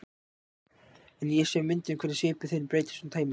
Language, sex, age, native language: Icelandic, male, 18-19, Icelandic